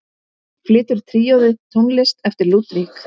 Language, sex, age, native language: Icelandic, female, 10, Icelandic